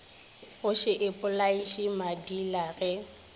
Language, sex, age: Northern Sotho, female, 23